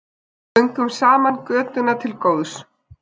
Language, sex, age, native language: Icelandic, male, 7, Icelandic